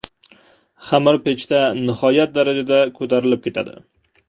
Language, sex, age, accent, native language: Uzbek, male, 18-24, Namangan, Uzbek